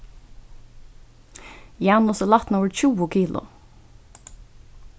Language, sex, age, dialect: Faroese, female, 15-35, Suðurstreymoy